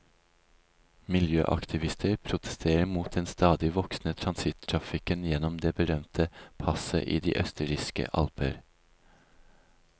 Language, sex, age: Norwegian, male, 36